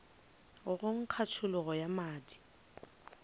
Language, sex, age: Northern Sotho, female, 29